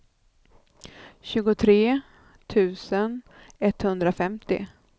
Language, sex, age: Swedish, female, 39